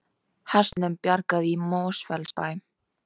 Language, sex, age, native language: Icelandic, female, 18-19, Icelandic